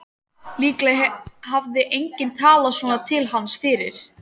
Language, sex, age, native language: Icelandic, female, 13, Icelandic